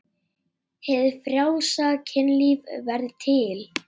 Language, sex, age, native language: Icelandic, male, 8, Icelandic